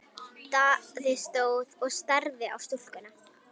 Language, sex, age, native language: Icelandic, female, 11, Icelandic